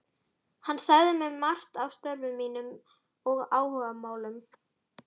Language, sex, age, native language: Icelandic, female, 12, Icelandic